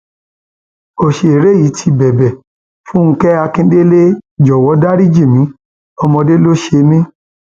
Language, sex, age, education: Yoruba, male, 30-45, tertiary